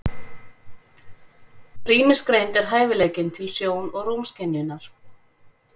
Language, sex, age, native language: Icelandic, female, 40-49, Icelandic